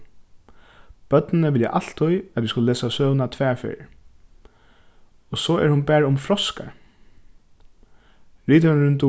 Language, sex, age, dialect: Faroese, male, 15-35, Suðurstreymoy